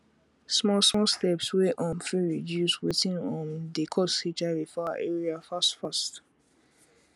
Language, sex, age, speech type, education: Nigerian Pidgin, female, 15-29, spontaneous, tertiary